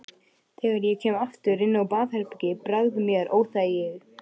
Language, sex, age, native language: Icelandic, male, 12, Icelandic